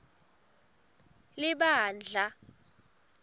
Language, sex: Swati, female